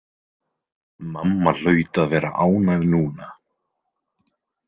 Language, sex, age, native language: Icelandic, male, 20-29, Icelandic